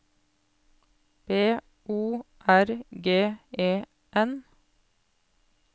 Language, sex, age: Norwegian, female, 28